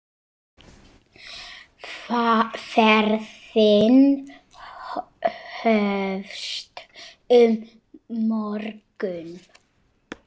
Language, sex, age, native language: Icelandic, male, 9, Icelandic